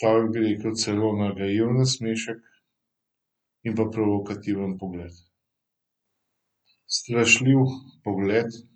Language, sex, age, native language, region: Slovenian, male, 50-59, Slovenian, Central Slovenia